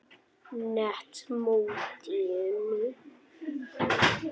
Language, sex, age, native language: Icelandic, male, 9, Icelandic